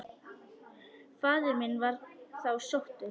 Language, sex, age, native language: Icelandic, female, 10, Icelandic